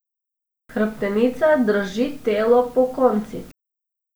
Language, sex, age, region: Slovenian, female, 18-29, Abroad